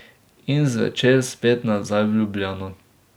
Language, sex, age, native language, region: Slovenian, male, 18-29, Slovenian, Drava region